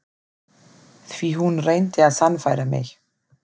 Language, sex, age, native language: Icelandic, female, 40-49, German